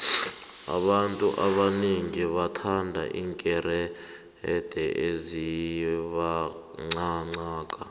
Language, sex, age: South Ndebele, male, 18